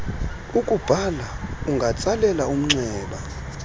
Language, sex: Xhosa, male